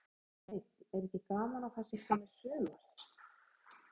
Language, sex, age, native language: Icelandic, female, 50-59, Icelandic